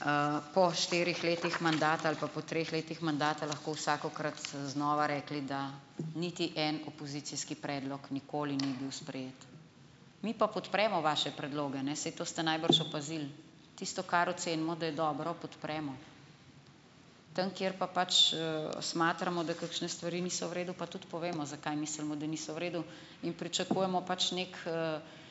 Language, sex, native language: Slovenian, female, Slovenian